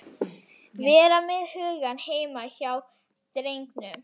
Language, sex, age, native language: Icelandic, female, 11, Icelandic